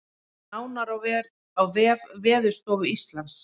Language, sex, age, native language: Icelandic, female, 40-49, Icelandic